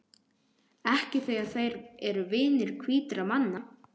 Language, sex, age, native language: Icelandic, male, 12, Icelandic